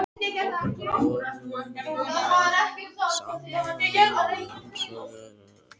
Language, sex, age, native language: Icelandic, male, 13, Icelandic